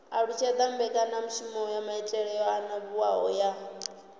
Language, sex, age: Venda, female, 18